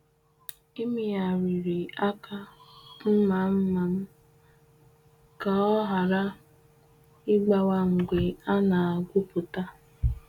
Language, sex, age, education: Igbo, female, 15-29, tertiary